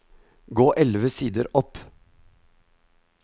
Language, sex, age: Norwegian, male, 50